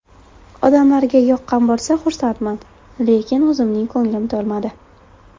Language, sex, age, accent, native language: Uzbek, female, 18-24, Buxoro, Uzbek